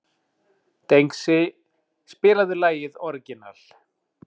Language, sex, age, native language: Icelandic, male, 40-49, Icelandic